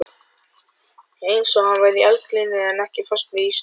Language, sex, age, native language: Icelandic, male, 12, Icelandic